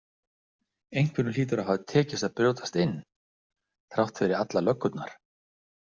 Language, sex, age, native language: Icelandic, male, 60-69, Icelandic